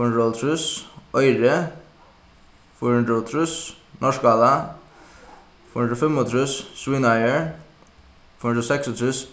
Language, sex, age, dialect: Faroese, male, 15-35, Suðuroy